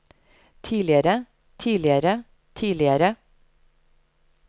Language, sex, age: Norwegian, female, 30